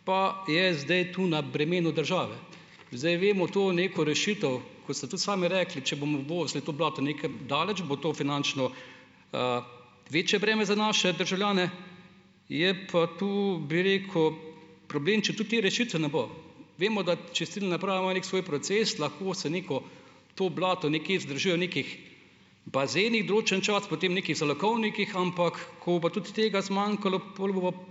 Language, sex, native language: Slovenian, male, Slovenian